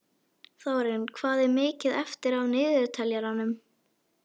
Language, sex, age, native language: Icelandic, female, 11, Icelandic